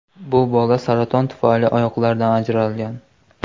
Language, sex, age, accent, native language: Uzbek, male, 18-24, Namangan, Uzbek